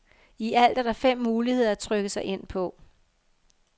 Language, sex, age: Danish, female, 50